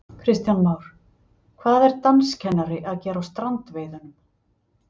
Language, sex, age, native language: Icelandic, female, 50-59, Icelandic